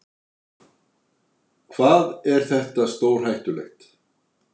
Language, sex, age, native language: Icelandic, male, 60-69, Icelandic